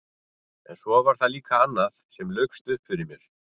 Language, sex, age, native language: Icelandic, male, 40-49, Icelandic